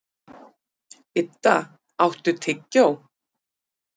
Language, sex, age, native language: Icelandic, female, 50-59, Icelandic